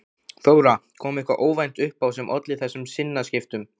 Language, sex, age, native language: Icelandic, male, 15, Icelandic